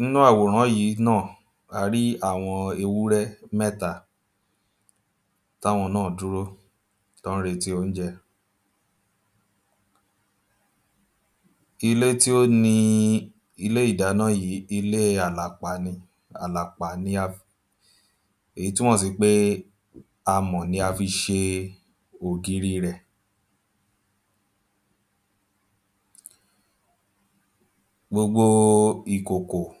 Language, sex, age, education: Yoruba, male, 15-29, primary